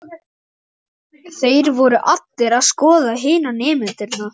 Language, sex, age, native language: Icelandic, female, 11, Icelandic